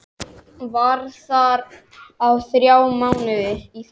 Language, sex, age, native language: Icelandic, male, 10, Icelandic